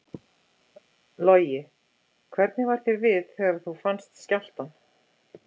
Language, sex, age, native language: Icelandic, female, 50-59, Icelandic